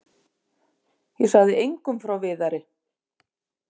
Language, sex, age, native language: Icelandic, female, 50-59, Icelandic